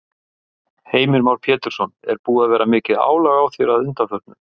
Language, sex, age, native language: Icelandic, male, 50-59, Icelandic